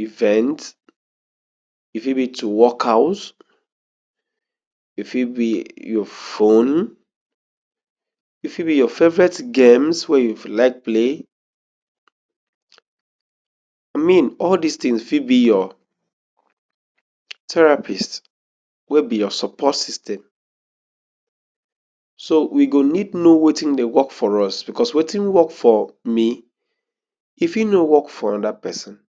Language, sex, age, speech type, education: Nigerian Pidgin, male, 15-29, spontaneous, tertiary